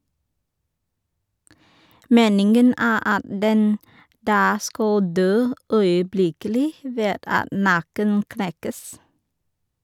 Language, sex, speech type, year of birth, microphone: Norwegian, female, read, 1983, Shure